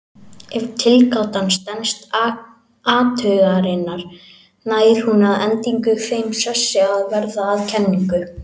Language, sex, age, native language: Icelandic, male, 18-19, Icelandic